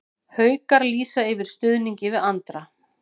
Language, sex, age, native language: Icelandic, female, 40-49, Icelandic